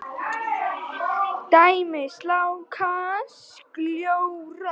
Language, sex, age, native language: Icelandic, female, 18-19, Icelandic